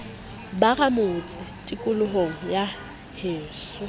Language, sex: Southern Sotho, female